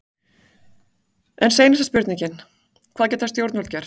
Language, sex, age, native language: Icelandic, female, 40-49, Icelandic